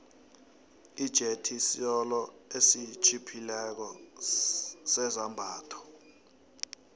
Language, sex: South Ndebele, male